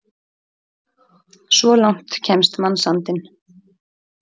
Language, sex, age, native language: Icelandic, female, 30-39, Icelandic